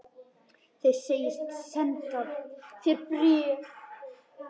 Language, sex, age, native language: Icelandic, female, 10, Icelandic